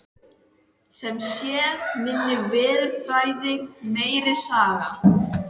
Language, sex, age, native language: Icelandic, female, 14, Icelandic